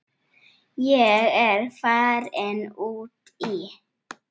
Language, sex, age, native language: Icelandic, other, 8, Icelandic